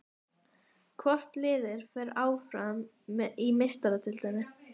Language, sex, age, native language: Icelandic, female, 11, Icelandic